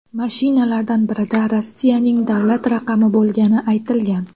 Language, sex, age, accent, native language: Uzbek, female, 19-29, Xorazm, Uzbek